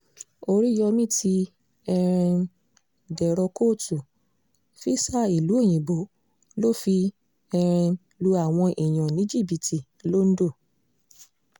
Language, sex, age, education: Yoruba, female, 15-29, secondary